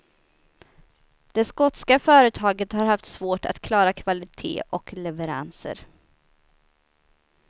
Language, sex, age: Swedish, female, 29